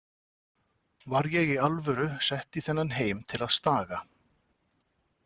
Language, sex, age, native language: Icelandic, male, 40-49, Icelandic